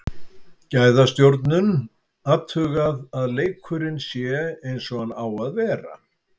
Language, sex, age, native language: Icelandic, male, 70-79, Icelandic